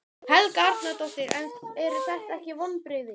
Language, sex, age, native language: Icelandic, male, 11, Icelandic